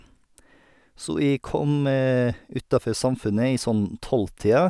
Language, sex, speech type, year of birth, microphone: Norwegian, male, spontaneous, 1989, Sennheiser